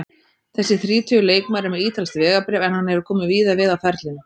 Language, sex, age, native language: Icelandic, female, 30-39, Icelandic